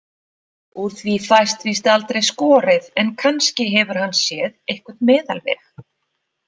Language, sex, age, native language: Icelandic, female, 40-49, Icelandic